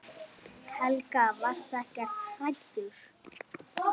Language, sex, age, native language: Icelandic, male, 8, Icelandic